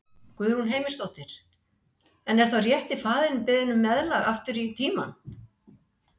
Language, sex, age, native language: Icelandic, female, 60-69, Icelandic